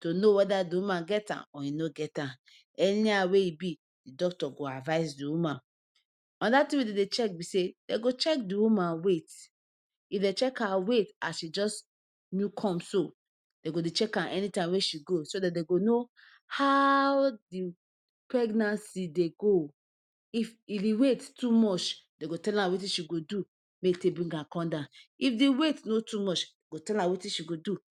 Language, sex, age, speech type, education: Nigerian Pidgin, female, 15-29, spontaneous, tertiary